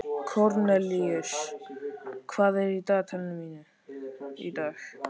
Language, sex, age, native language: Icelandic, male, 13, Icelandic